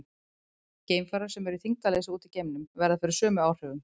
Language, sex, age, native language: Icelandic, female, 30-39, Icelandic